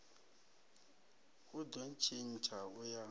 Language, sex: Venda, male